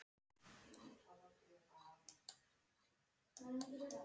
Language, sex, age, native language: Icelandic, male, 9, Icelandic